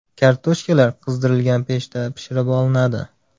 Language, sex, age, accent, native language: Uzbek, male, 19-29, Farg'ona, Uzbek